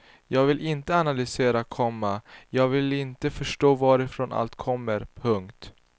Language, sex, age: Swedish, male, 19